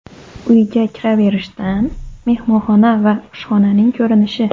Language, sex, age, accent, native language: Uzbek, female, 18-24, Xorazm, Uzbek